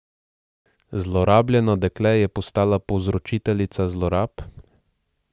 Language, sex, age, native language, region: Slovenian, male, 18-29, Slovenian, Central Slovenia